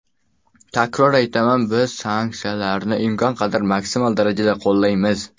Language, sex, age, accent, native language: Uzbek, male, under 19, Samarqand, Uzbek